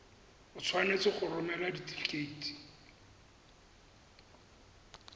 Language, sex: Tswana, male